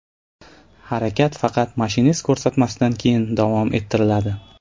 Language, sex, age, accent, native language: Uzbek, male, 18-24, Navoiy, Uzbek